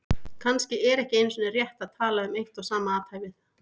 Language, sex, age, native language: Icelandic, female, 40-49, Icelandic